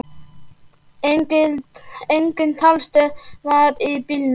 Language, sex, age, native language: Icelandic, male, 8, Icelandic